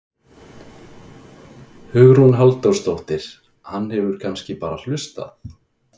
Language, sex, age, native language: Icelandic, male, 30-39, Icelandic